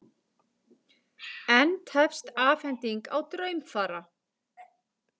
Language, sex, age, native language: Icelandic, female, 40-49, Icelandic